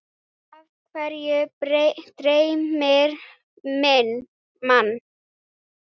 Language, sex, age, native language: Icelandic, female, 8, Icelandic